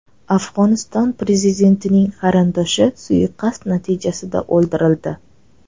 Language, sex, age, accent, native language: Uzbek, female, 18-24, Toshkent shahri, Uzbek